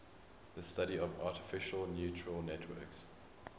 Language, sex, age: English, male, 23